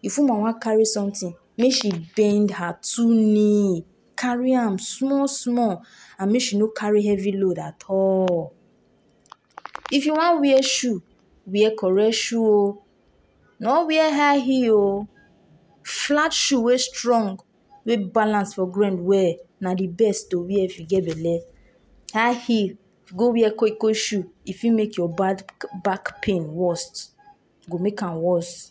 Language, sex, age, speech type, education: Nigerian Pidgin, female, 46-60, spontaneous, tertiary